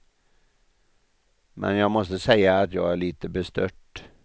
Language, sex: Swedish, male